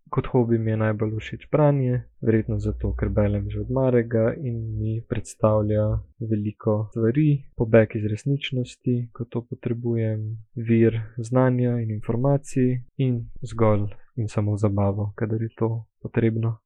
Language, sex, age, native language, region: Slovenian, male, 18-29, Slovenian, Gorica region